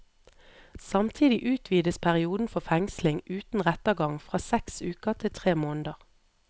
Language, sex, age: Norwegian, female, 38